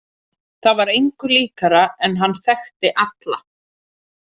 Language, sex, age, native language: Icelandic, female, 30-39, Icelandic